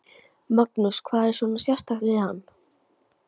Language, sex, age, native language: Icelandic, female, 15, Icelandic